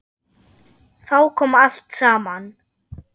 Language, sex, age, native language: Icelandic, female, 10, German